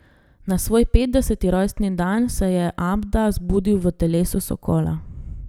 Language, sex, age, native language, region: Slovenian, female, 30-49, Slovenian, Gorenjska region